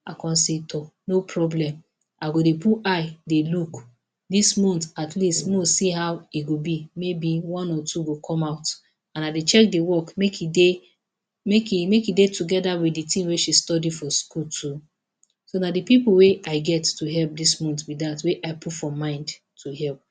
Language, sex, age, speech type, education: Nigerian Pidgin, female, 30-45, spontaneous, tertiary